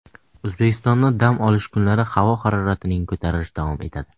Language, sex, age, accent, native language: Uzbek, male, under 19, Andijon, Uzbek